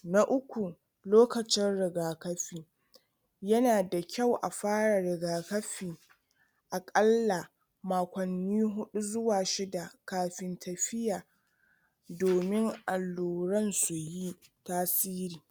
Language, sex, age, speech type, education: Hausa, female, 30-45, spontaneous, tertiary